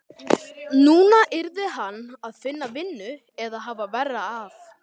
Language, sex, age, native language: Icelandic, male, 12, Icelandic